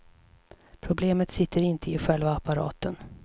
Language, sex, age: Swedish, female, 37